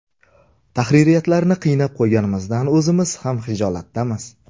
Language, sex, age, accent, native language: Uzbek, male, 25-34, Surxondaryo, Uzbek